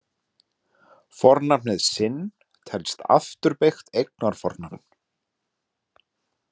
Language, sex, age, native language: Icelandic, male, 30-39, Icelandic